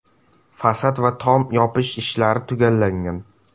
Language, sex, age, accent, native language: Uzbek, male, 12-17, Samarqand, Uzbek